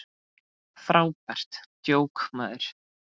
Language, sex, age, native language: Icelandic, female, 8, Icelandic